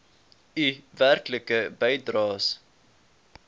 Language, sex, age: Afrikaans, male, 18